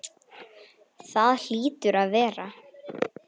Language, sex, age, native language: Icelandic, female, 10, Icelandic